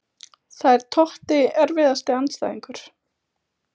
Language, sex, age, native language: Icelandic, female, 20-29, Icelandic